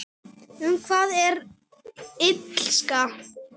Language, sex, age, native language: Icelandic, female, 8, Icelandic